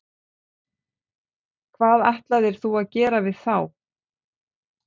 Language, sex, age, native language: Icelandic, female, 40-49, Icelandic